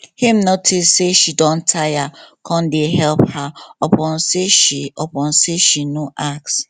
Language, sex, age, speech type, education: Nigerian Pidgin, female, 15-29, spontaneous, tertiary